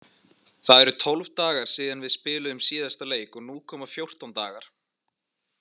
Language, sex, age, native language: Icelandic, male, 20-29, Icelandic